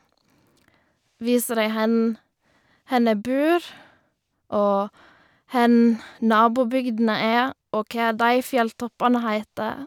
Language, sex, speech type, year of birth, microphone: Norwegian, female, spontaneous, 1990, Shure